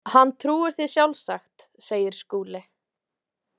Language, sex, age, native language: Icelandic, female, 20-29, Icelandic